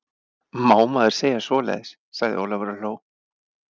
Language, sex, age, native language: Icelandic, male, 40-49, Icelandic